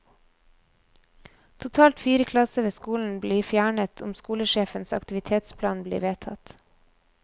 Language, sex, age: Norwegian, female, 24